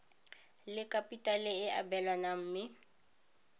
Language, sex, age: Tswana, female, 31